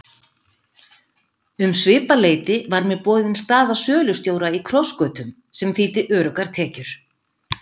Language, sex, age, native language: Icelandic, female, 50-59, Icelandic